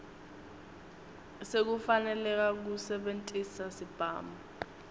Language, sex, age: Swati, female, 19